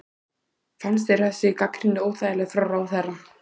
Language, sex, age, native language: Icelandic, male, 18-19, Icelandic